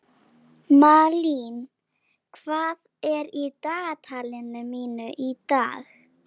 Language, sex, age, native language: Icelandic, female, 11, Icelandic